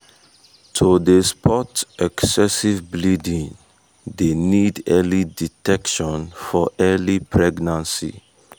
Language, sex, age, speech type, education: Nigerian Pidgin, male, 15-29, spontaneous, tertiary